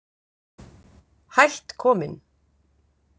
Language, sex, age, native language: Icelandic, female, 50-59, Icelandic